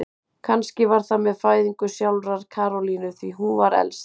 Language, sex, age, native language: Icelandic, female, 30-39, Icelandic